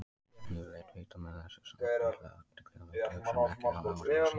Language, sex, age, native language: Icelandic, male, 20-29, Icelandic